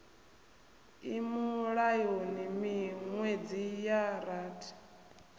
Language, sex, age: Venda, female, 28